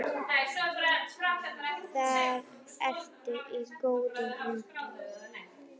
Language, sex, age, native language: Icelandic, female, 8, Icelandic